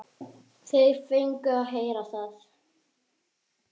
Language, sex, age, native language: Icelandic, male, 9, Icelandic